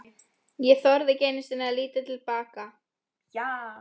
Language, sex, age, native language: Icelandic, female, 11, Polish